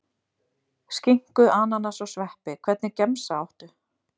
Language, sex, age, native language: Icelandic, female, 30-39, Icelandic